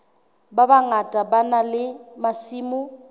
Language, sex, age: Southern Sotho, female, 21